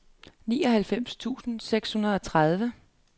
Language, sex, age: Danish, female, 33